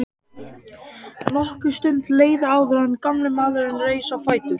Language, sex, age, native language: Icelandic, male, 12, Icelandic